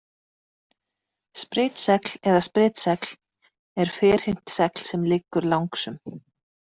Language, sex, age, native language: Icelandic, female, 30-39, Icelandic